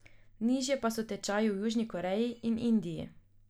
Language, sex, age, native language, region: Slovenian, female, 18-29, Slovenian, Drava region